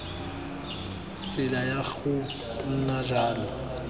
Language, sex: Tswana, male